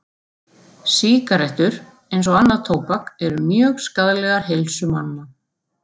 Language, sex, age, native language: Icelandic, female, 40-49, Icelandic